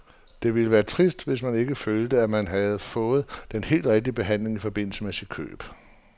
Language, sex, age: Danish, male, 47